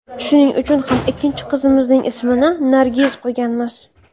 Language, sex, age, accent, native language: Uzbek, female, 19-29, Samarqand, Uzbek